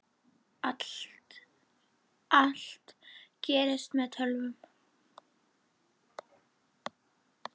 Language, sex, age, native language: Icelandic, female, 10, Icelandic